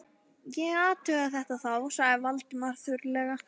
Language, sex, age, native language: Icelandic, female, 11, Icelandic